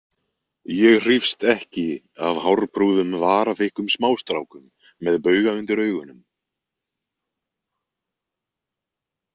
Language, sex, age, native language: Icelandic, male, 20-29, Icelandic